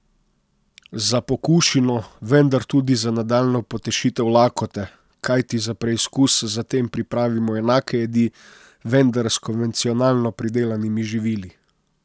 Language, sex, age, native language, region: Slovenian, male, 30-49, Slovenian, Posavska region